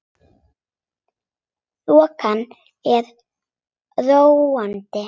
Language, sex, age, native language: Icelandic, other, 8, Icelandic